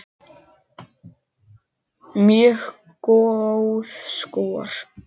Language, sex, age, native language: Icelandic, male, 10, Icelandic